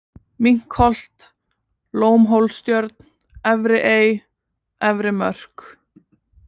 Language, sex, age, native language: Icelandic, female, 20-29, Icelandic